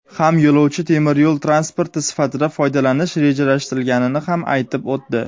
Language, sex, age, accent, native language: Uzbek, male, 19-29, Sirdaryo, Uzbek